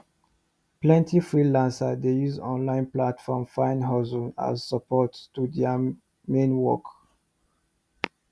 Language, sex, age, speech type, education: Nigerian Pidgin, male, 30-45, spontaneous, tertiary